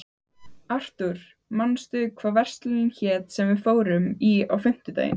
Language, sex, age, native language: Icelandic, female, 15, Icelandic